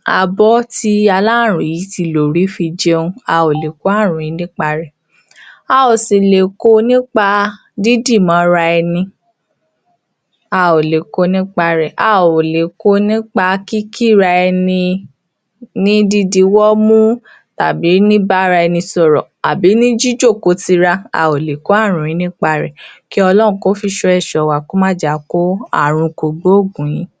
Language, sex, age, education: Yoruba, female, 46-60, tertiary